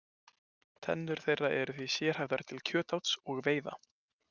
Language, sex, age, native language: Icelandic, male, 20-29, Icelandic